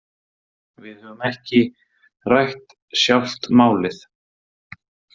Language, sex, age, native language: Icelandic, male, 30-39, Icelandic